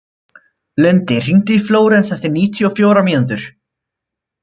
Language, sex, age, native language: Icelandic, male, 20-29, Icelandic